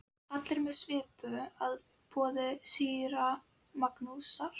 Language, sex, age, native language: Icelandic, female, 11, Icelandic